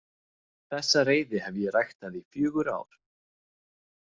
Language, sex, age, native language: Icelandic, male, 30-39, Icelandic